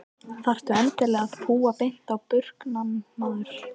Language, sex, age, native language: Icelandic, female, 13, Icelandic